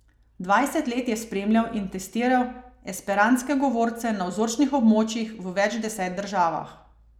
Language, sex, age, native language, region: Slovenian, female, 30-49, Slovenian, Savinja region